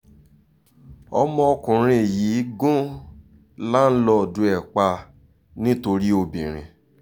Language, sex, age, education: Yoruba, male, 30-45, tertiary